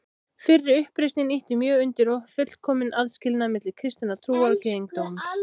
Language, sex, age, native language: Icelandic, female, 16, Icelandic